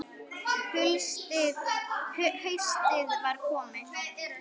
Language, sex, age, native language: Icelandic, female, 10, Icelandic